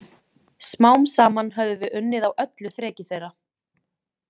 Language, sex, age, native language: Icelandic, female, 20-29, Icelandic